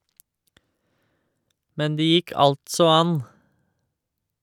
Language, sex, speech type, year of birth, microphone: Norwegian, male, read, 1986, Shure